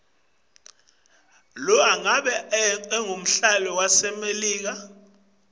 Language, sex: Swati, male